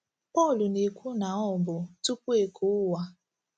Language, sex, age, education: Igbo, female, 15-29, tertiary